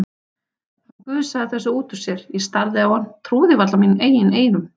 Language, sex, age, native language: Icelandic, female, 30-39, Icelandic